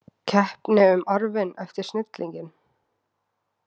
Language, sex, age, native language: Icelandic, female, 20-29, Icelandic